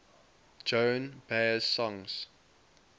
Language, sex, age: English, male, 21